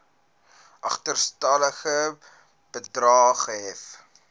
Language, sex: Afrikaans, male